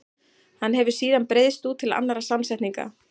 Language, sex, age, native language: Icelandic, female, 40-49, Icelandic